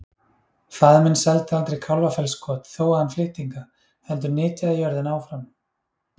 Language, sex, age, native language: Icelandic, male, 30-39, Icelandic